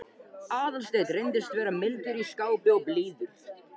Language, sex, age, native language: Icelandic, male, 13, Icelandic